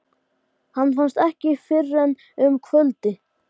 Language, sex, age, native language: Icelandic, male, 12, Icelandic